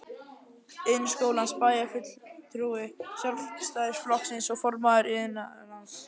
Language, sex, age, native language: Icelandic, male, 11, Icelandic